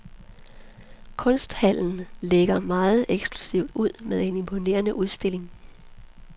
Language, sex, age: Danish, female, 43